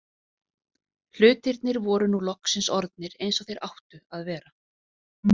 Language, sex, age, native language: Icelandic, female, 40-49, Icelandic